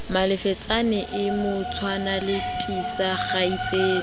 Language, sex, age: Southern Sotho, female, 19